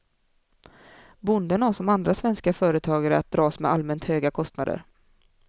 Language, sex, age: Swedish, female, 24